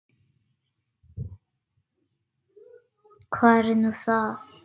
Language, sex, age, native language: Icelandic, female, 9, Icelandic